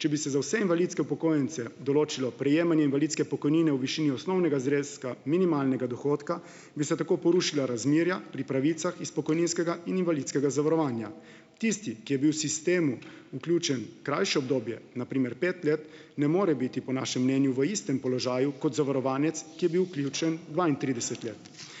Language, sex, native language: Slovenian, male, Slovenian